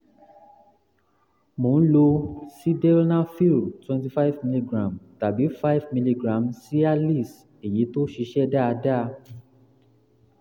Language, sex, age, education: Yoruba, male, 15-29, tertiary